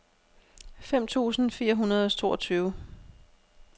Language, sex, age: Danish, female, 32